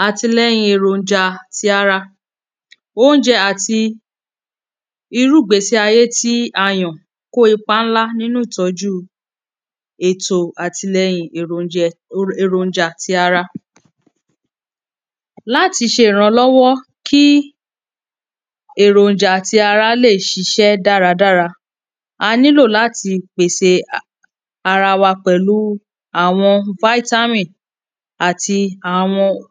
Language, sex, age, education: Yoruba, female, 30-45, tertiary